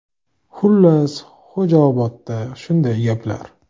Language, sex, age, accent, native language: Uzbek, male, 18-24, Farg'ona, Uzbek